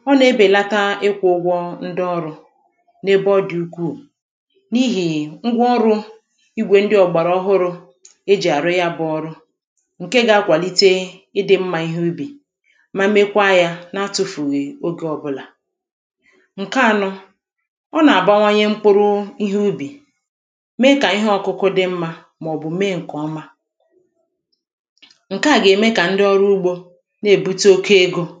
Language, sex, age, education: Igbo, female, 30-45, primary